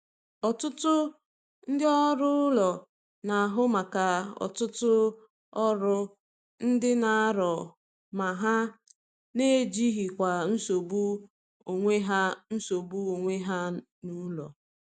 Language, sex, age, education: Igbo, female, 30-45, tertiary